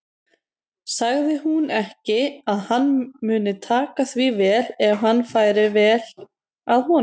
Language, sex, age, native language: Icelandic, female, 30-39, Icelandic